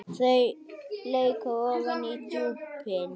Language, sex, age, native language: Icelandic, male, 8, Icelandic